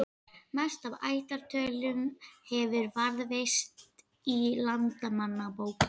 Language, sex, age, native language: Icelandic, female, 12, Icelandic